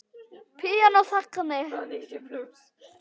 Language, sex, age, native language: Icelandic, female, 10, Icelandic